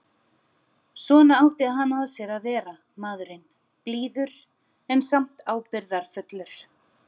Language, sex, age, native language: Icelandic, female, 30-39, Icelandic